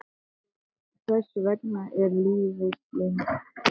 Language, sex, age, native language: Icelandic, male, 13, Icelandic